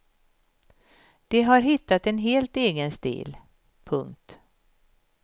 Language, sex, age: Swedish, female, 51